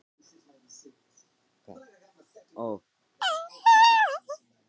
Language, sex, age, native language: Icelandic, male, 12, Icelandic